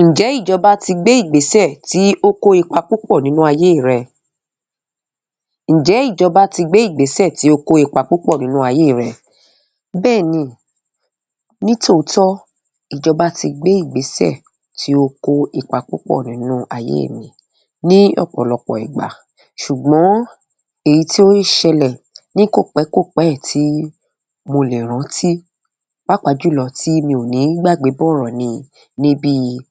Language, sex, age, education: Yoruba, female, 30-45, tertiary